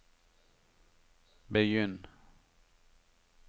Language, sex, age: Norwegian, male, 43